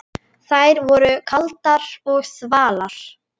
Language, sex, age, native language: Icelandic, female, 10, Icelandic